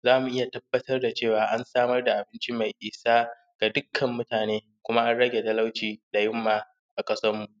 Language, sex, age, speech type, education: Hausa, male, 15-29, spontaneous, secondary